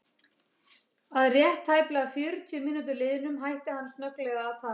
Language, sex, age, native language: Icelandic, female, 30-39, Icelandic